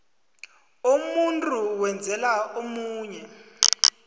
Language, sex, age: South Ndebele, male, 20